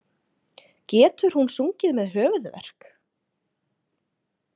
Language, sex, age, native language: Icelandic, female, 20-29, Icelandic